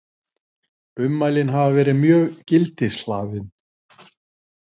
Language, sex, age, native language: Icelandic, female, 40-49, Icelandic